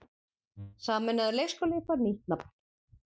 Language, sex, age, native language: Icelandic, female, 40-49, Icelandic